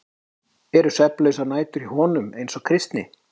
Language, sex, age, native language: Icelandic, male, 30-39, Icelandic